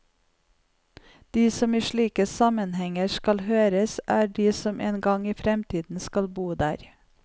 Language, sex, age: Norwegian, female, 45